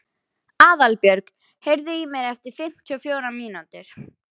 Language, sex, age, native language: Icelandic, female, 11, Icelandic